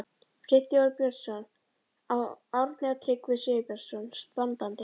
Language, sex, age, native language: Icelandic, female, 12, Icelandic